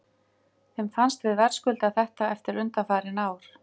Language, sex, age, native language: Icelandic, female, 50-59, Icelandic